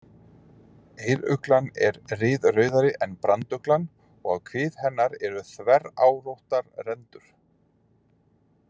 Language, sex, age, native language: Icelandic, male, 40-49, Icelandic